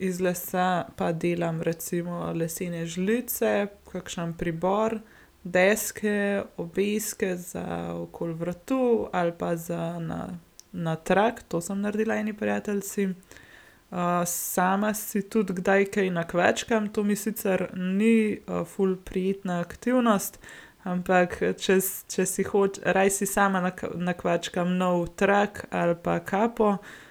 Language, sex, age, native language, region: Slovenian, female, 18-29, Slovenian, Gorenjska region